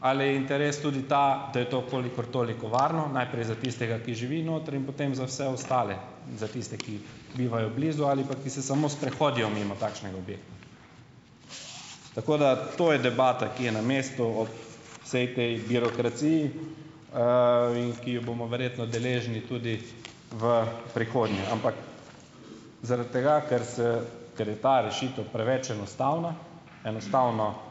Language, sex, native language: Slovenian, male, Slovenian